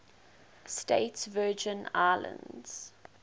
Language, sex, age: English, female, 19